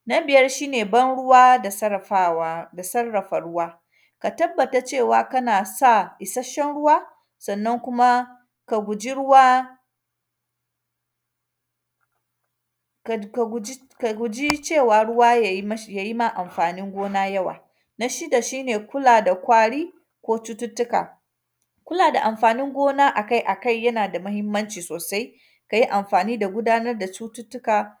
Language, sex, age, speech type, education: Hausa, female, 30-45, spontaneous, tertiary